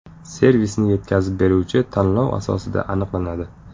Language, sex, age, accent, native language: Uzbek, male, 25-34, Surxondaryo, Uzbek